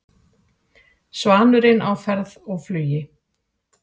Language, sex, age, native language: Icelandic, female, 40-49, Icelandic